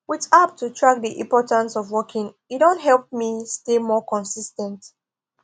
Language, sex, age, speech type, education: Nigerian Pidgin, female, 15-29, spontaneous, tertiary